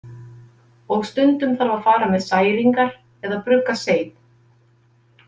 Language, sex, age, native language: Icelandic, female, 50-59, Icelandic